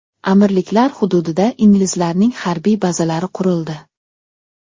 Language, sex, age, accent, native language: Uzbek, male, 12-17, Namangan, Uzbek